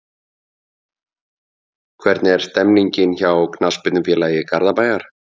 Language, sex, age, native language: Icelandic, male, 50-59, Icelandic